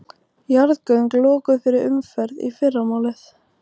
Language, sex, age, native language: Icelandic, female, 18-19, Icelandic